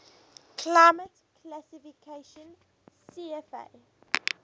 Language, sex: English, female